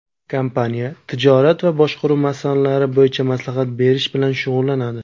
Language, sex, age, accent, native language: Uzbek, male, 19-29, Surxondaryo, Uzbek